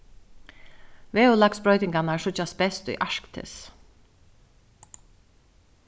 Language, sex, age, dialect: Faroese, female, 36-60, Suðuroy